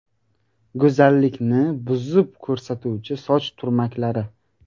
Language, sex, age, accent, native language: Uzbek, male, 18-24, Buxoro, Uzbek